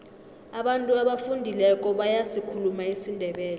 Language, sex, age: South Ndebele, female, 25